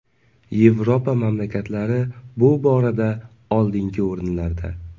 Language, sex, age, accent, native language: Uzbek, male, 18-24, Navoiy, Uzbek